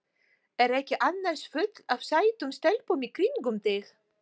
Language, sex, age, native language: Icelandic, female, 40-49, Polish